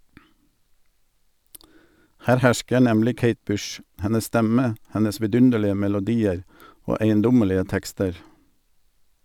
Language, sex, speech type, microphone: Norwegian, male, read, Sennheiser